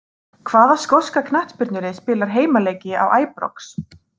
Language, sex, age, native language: Icelandic, female, 30-39, Icelandic